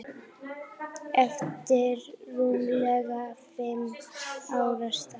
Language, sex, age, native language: Icelandic, female, 8, Icelandic